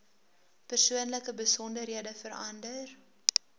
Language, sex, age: Afrikaans, female, 20